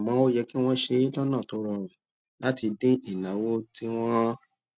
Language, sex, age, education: Yoruba, male, 30-45, tertiary